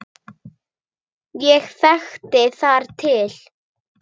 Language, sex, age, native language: Icelandic, female, 9, Icelandic